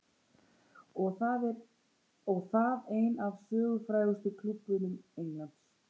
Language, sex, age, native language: Icelandic, female, 40-49, Icelandic